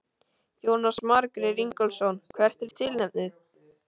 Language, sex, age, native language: Icelandic, male, 13, Icelandic